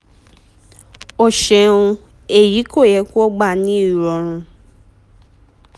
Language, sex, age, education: Yoruba, female, 15-29, tertiary